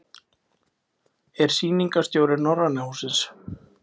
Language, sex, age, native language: Icelandic, male, 20-29, Icelandic